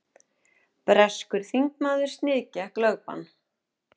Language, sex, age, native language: Icelandic, female, 30-39, Icelandic